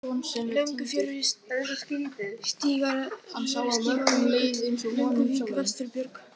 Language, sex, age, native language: Icelandic, male, 18-19, Icelandic